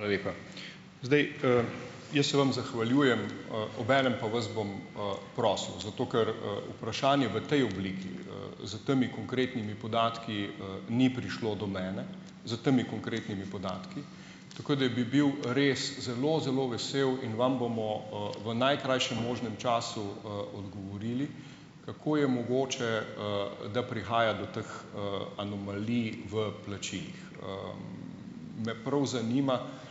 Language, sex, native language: Slovenian, male, Slovenian